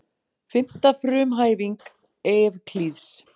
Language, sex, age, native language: Icelandic, female, 40-49, Icelandic